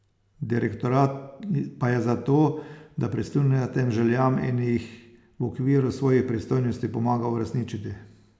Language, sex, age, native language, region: Slovenian, male, 60+, Slovenian, Posavska region